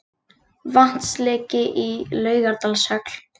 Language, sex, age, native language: Icelandic, female, 40-49, Icelandic